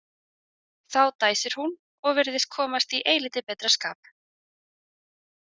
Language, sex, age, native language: Icelandic, female, 20-29, Icelandic